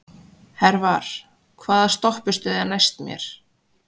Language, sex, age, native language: Icelandic, female, 20-29, Icelandic